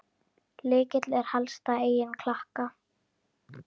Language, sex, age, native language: Icelandic, female, 10, Icelandic